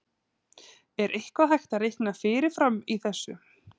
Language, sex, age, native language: Icelandic, female, 30-39, Icelandic